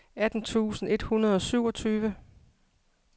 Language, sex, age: Danish, female, 55